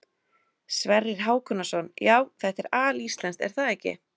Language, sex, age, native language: Icelandic, female, 30-39, Icelandic